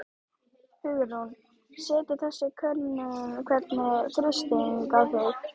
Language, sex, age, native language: Icelandic, female, 12, Icelandic